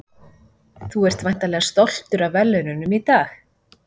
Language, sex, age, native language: Icelandic, female, 40-49, Icelandic